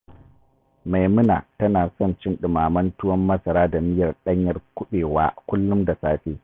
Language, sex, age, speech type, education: Hausa, male, 30-45, read, tertiary